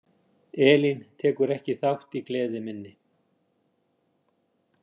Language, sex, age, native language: Icelandic, male, 60-69, Icelandic